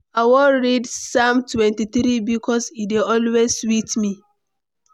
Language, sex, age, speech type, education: Nigerian Pidgin, female, 15-29, read, tertiary